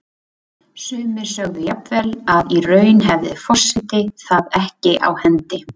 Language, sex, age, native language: Icelandic, female, 20-29, Icelandic